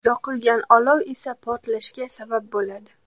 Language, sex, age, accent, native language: Uzbek, female, 12-17, Qashqadaryo, Uzbek